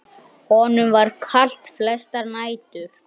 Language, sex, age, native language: Icelandic, male, 9, Icelandic